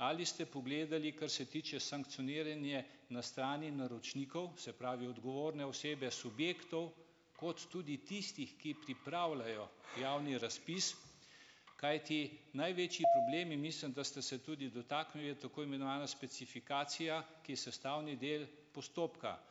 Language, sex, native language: Slovenian, male, Slovenian